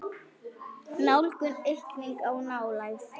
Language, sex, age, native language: Icelandic, female, 9, Icelandic